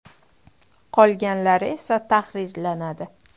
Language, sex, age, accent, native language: Uzbek, female, 25-34, Farg'ona, Uzbek